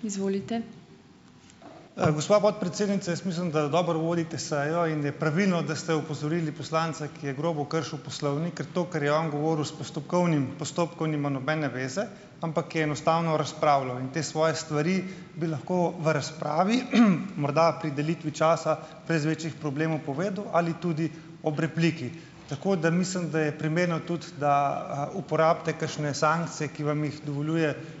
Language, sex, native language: Slovenian, male, Slovenian